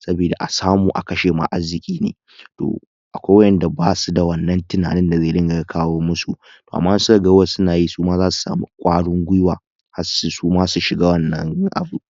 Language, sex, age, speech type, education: Hausa, male, 15-29, spontaneous, tertiary